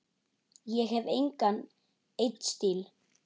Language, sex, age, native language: Icelandic, male, 9, Icelandic